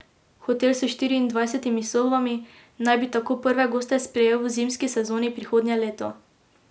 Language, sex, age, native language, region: Slovenian, female, 18-29, Slovenian, Drava region